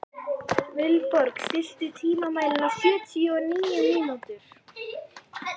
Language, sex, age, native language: Icelandic, female, 11, Icelandic